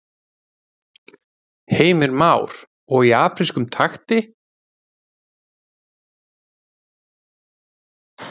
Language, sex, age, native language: Icelandic, male, 30-39, Icelandic